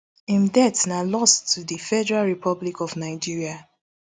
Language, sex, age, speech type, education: Nigerian Pidgin, female, 30-45, spontaneous, tertiary